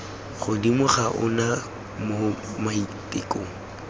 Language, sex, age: Tswana, male, 18